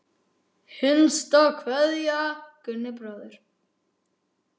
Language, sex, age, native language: Icelandic, male, 9, Icelandic